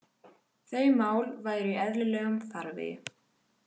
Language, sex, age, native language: Icelandic, female, 18-19, Icelandic